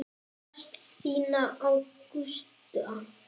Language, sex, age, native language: Icelandic, male, 8, Icelandic